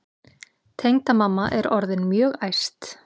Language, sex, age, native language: Icelandic, female, 30-39, Icelandic